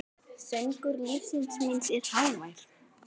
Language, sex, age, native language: Icelandic, female, 9, Icelandic